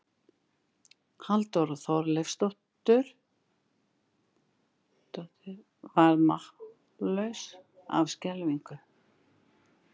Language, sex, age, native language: Icelandic, female, 60-69, Icelandic